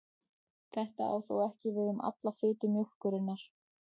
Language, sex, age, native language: Icelandic, female, 40-49, Icelandic